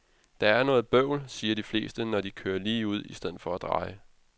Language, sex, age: Danish, male, 32